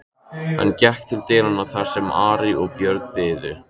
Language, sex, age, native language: Icelandic, male, 13, Icelandic